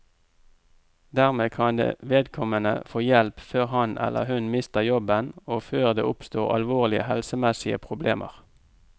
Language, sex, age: Norwegian, male, 44